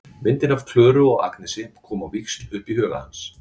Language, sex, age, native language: Icelandic, male, 40-49, Icelandic